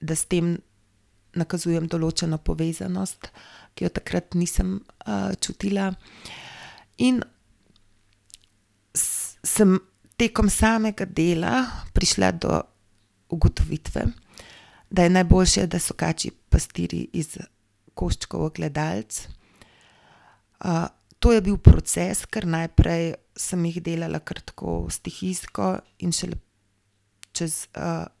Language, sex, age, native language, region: Slovenian, female, 50-59, Slovenian, Gorenjska region